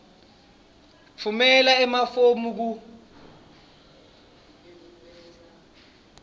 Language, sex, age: Swati, male, 26